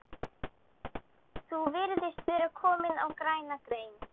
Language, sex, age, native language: Icelandic, female, 12, Icelandic